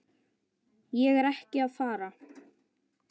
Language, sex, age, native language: Icelandic, male, 9, Icelandic